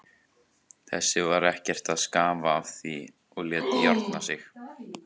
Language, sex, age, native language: Icelandic, male, 18-19, Icelandic